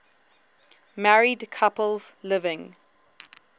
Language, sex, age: English, female, 19